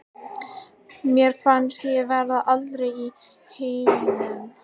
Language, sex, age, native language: Icelandic, female, 13, Icelandic